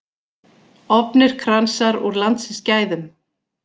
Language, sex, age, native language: Icelandic, female, 40-49, Icelandic